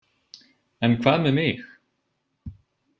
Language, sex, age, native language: Icelandic, male, 20-29, Icelandic